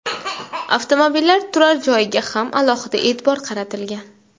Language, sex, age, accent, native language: Uzbek, female, 19-29, Toshkent shahri, Uzbek